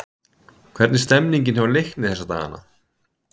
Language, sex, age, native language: Icelandic, male, 30-39, Icelandic